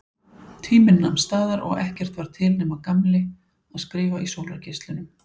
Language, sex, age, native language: Icelandic, female, 40-49, Icelandic